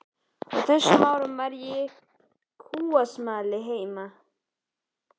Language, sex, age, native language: Icelandic, male, 11, Icelandic